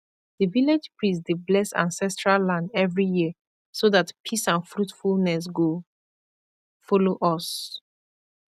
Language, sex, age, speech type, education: Nigerian Pidgin, female, 15-29, spontaneous, tertiary